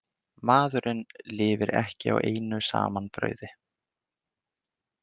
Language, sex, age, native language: Icelandic, male, 20-29, Icelandic